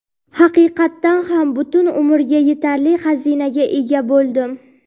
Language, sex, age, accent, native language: Uzbek, male, 18-24, Andijon, Uzbek